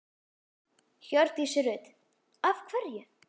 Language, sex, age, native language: Icelandic, female, 10, Icelandic